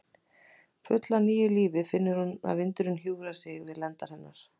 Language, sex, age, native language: Icelandic, female, 20-29, Icelandic